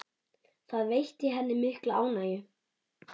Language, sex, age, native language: Icelandic, male, 9, Icelandic